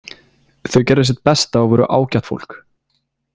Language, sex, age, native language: Icelandic, male, 20-29, Icelandic